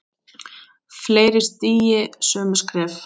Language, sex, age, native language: Icelandic, female, 8, Icelandic